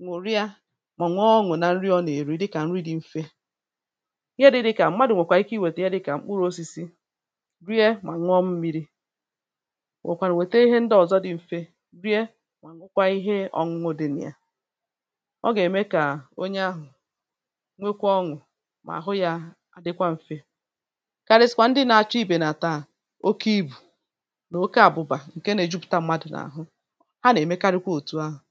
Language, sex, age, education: Igbo, female, 30-45, tertiary